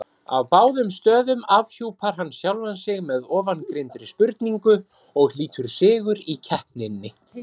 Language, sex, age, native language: Icelandic, male, 30-39, Icelandic